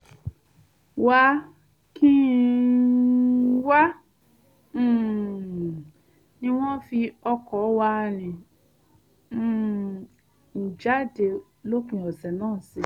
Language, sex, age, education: Yoruba, female, 30-45, tertiary